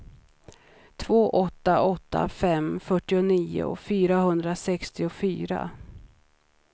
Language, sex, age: Swedish, female, 39